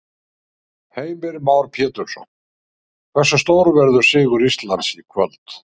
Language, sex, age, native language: Icelandic, male, 60-69, Icelandic